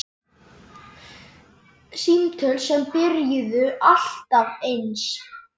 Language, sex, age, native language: Icelandic, male, 10, Icelandic